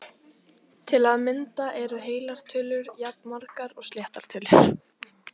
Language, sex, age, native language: Icelandic, female, 18-19, Icelandic